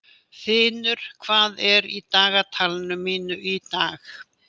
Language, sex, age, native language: Icelandic, female, 80-89, Icelandic